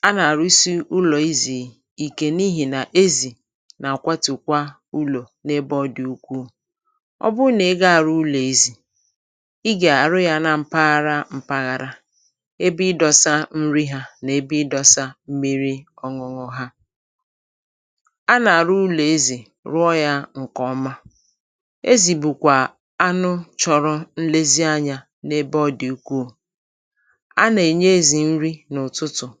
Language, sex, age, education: Igbo, female, 46-60, tertiary